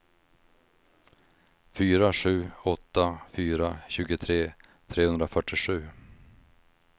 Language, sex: Swedish, male